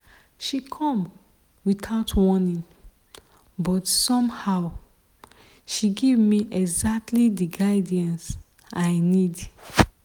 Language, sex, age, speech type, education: Nigerian Pidgin, female, 30-45, spontaneous, tertiary